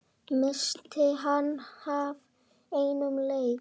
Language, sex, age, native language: Icelandic, male, 9, Icelandic